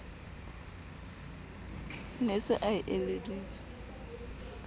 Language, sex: Southern Sotho, female